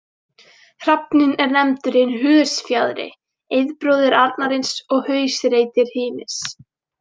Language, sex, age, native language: Icelandic, female, 18-19, Icelandic